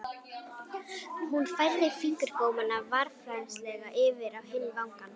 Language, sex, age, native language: Icelandic, female, 11, Icelandic